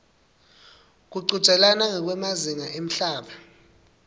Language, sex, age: Swati, male, 19